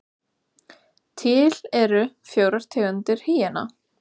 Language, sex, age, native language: Icelandic, female, 16, Icelandic